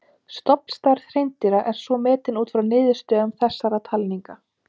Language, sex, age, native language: Icelandic, female, 30-39, Icelandic